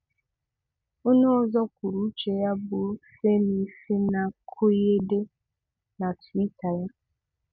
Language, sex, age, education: Igbo, female, 15-29, tertiary